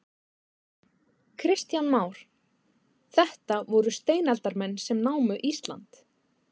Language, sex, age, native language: Icelandic, female, 20-29, Icelandic